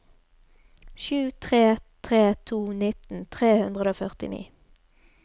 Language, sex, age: Norwegian, female, 33